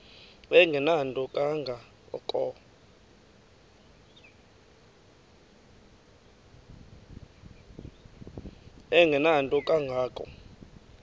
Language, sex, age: Xhosa, female, 28